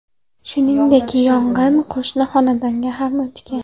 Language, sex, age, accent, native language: Uzbek, female, 18-24, Andijon, Uzbek